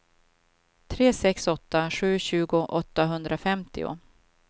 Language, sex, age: Swedish, female, 52